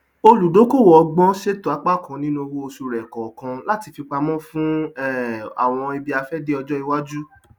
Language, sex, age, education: Yoruba, male, 30-45, tertiary